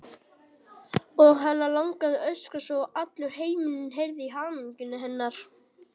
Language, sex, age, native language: Icelandic, male, 18-19, Icelandic